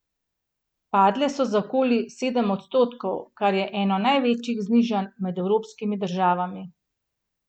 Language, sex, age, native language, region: Slovenian, female, 30-49, Slovenian, Gorenjska region